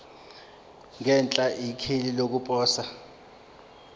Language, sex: Zulu, male